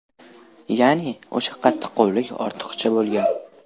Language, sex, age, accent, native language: Uzbek, male, 12-17, Toshkent viloyati, Uzbek